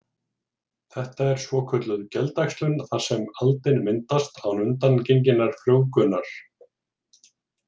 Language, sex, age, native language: Icelandic, male, 40-49, Icelandic